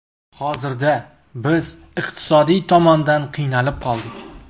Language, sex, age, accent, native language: Uzbek, male, 25-34, Qashqadaryo, Uzbek